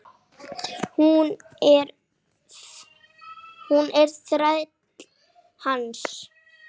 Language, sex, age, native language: Icelandic, female, 8, Icelandic